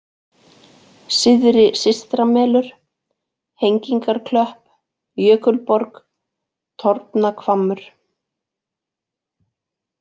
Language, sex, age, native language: Icelandic, female, 40-49, Icelandic